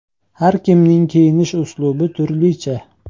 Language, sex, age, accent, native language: Uzbek, male, 18-24, Andijon, Uzbek